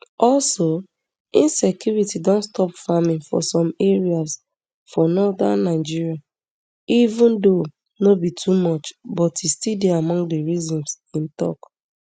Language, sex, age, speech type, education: Nigerian Pidgin, female, 30-45, spontaneous, tertiary